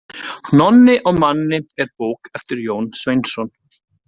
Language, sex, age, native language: Icelandic, male, 30-39, Icelandic